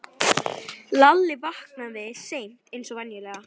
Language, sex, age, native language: Icelandic, female, 11, Icelandic